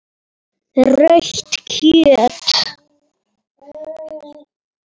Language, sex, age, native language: Icelandic, female, 9, Polish